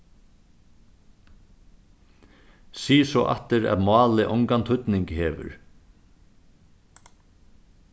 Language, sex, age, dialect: Faroese, male, 36-60, Suðurstreymoy